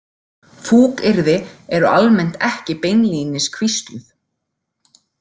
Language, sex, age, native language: Icelandic, female, 40-49, Icelandic